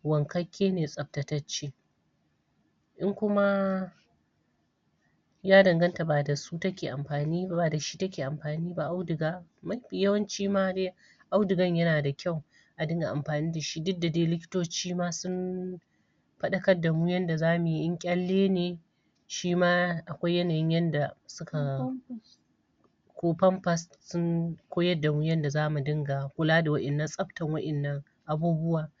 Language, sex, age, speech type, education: Hausa, female, 46-60, spontaneous, tertiary